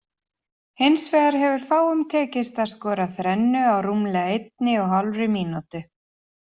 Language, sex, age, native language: Icelandic, female, 40-49, Icelandic